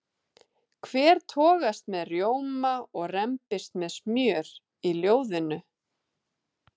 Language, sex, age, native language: Icelandic, female, 30-39, Icelandic